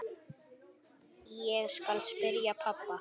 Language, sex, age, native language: Icelandic, female, 8, Icelandic